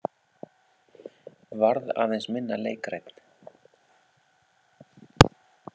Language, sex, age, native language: Icelandic, male, 40-49, Icelandic